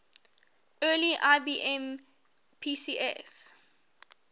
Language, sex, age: English, female, 18